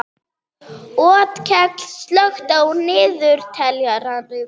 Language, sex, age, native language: Icelandic, female, 30-39, German